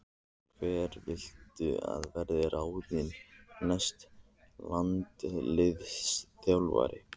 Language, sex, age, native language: Icelandic, male, 14, Icelandic